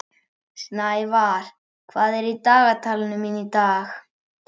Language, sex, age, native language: Icelandic, male, 11, Icelandic